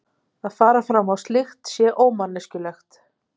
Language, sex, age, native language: Icelandic, female, 50-59, Icelandic